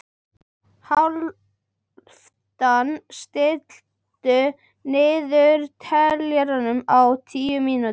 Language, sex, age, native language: Icelandic, female, 12, Icelandic